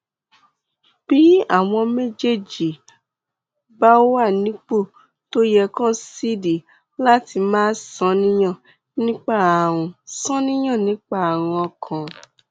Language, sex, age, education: Yoruba, female, 15-29, tertiary